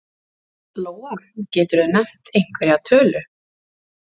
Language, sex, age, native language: Icelandic, female, 40-49, Icelandic